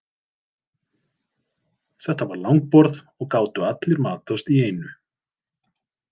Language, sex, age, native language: Icelandic, male, 40-49, Icelandic